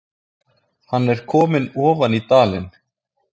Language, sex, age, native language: Icelandic, male, 20-29, Icelandic